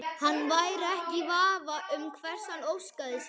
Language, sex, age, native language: Icelandic, male, 11, Icelandic